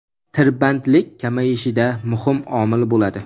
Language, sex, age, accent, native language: Uzbek, male, 19-29, Samarqand, Uzbek